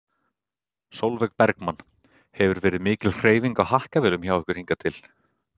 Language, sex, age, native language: Icelandic, male, 30-39, Icelandic